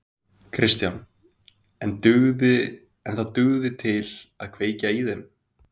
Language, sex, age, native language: Icelandic, male, 20-29, Icelandic